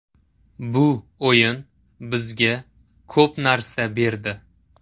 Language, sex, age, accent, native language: Uzbek, male, 18-24, Toshkent shahri, Uzbek